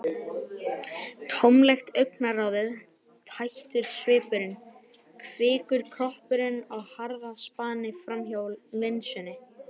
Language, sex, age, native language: Icelandic, male, 12, Icelandic